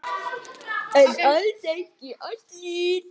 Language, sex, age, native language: Icelandic, male, 8, Icelandic